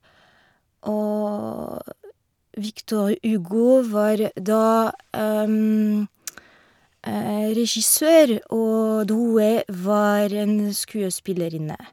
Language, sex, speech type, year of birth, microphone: Norwegian, female, spontaneous, 1971, Shure